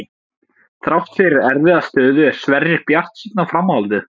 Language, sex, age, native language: Icelandic, male, 17, Icelandic